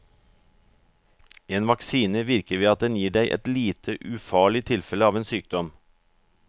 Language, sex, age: Norwegian, male, 44